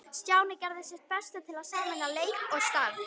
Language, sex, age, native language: Icelandic, female, 11, Icelandic